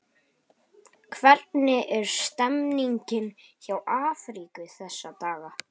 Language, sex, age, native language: Icelandic, male, 11, Icelandic